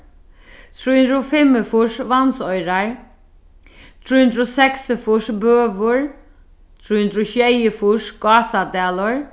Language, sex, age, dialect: Faroese, female, 36-60, Sandoy